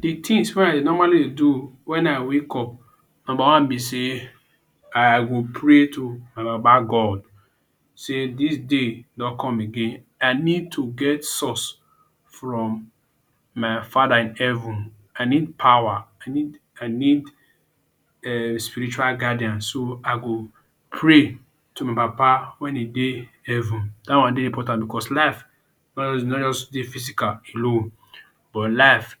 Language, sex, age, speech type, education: Nigerian Pidgin, male, 30-45, spontaneous, tertiary